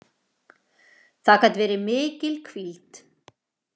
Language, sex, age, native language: Icelandic, female, 40-49, Icelandic